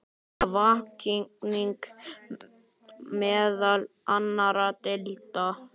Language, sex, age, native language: Icelandic, male, 9, Icelandic